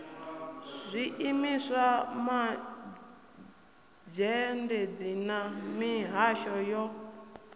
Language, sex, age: Venda, female, 28